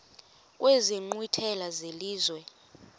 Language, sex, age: Xhosa, female, 23